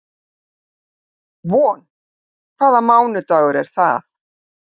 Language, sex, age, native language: Icelandic, female, 50-59, Icelandic